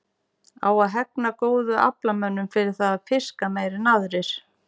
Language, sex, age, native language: Icelandic, female, 40-49, Icelandic